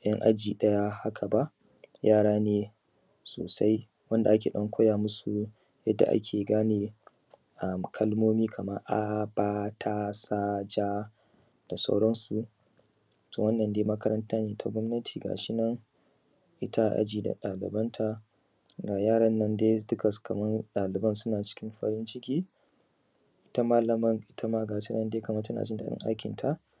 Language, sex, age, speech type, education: Hausa, male, 30-45, spontaneous, secondary